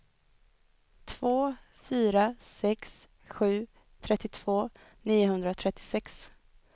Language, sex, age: Swedish, female, 20